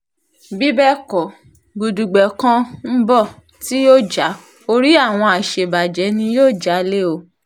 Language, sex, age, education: Yoruba, female, 30-45, tertiary